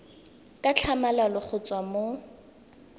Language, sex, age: Tswana, female, 19